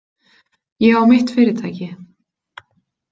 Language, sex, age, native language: Icelandic, female, 20-29, Icelandic